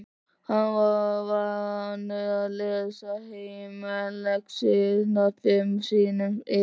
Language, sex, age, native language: Icelandic, male, 13, Icelandic